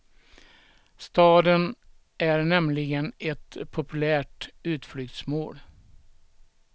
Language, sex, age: Swedish, male, 67